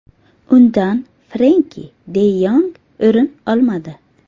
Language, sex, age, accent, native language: Uzbek, female, 30-39, Buxoro, Uzbek